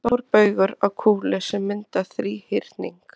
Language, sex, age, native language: Icelandic, female, 30-39, Icelandic